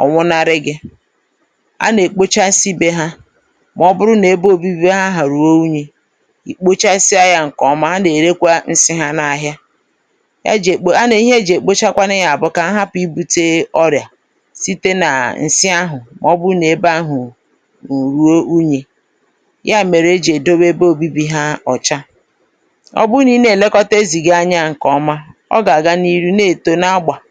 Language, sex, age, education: Igbo, male, 30-45, tertiary